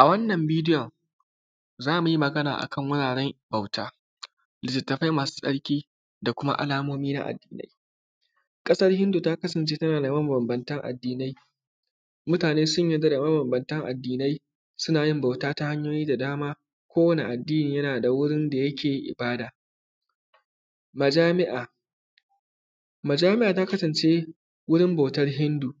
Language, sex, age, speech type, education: Hausa, male, 15-29, spontaneous, tertiary